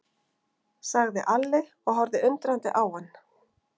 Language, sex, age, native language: Icelandic, female, 50-59, Icelandic